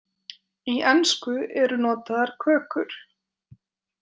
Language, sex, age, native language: Icelandic, female, 20-29, Icelandic